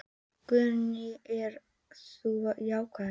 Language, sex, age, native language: Icelandic, female, 18-19, Icelandic